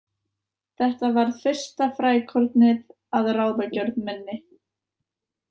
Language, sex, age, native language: Icelandic, female, 20-29, Icelandic